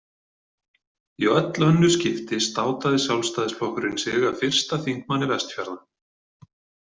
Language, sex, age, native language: Icelandic, male, 40-49, Icelandic